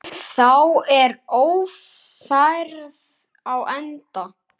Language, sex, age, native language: Icelandic, male, 9, Icelandic